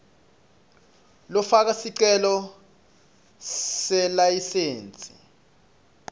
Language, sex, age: Swati, male, 26